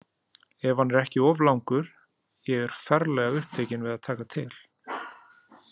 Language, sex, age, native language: Icelandic, male, 30-39, Icelandic